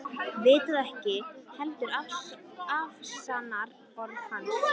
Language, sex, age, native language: Icelandic, female, 13, Icelandic